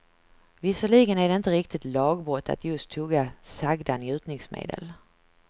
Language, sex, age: Swedish, female, 49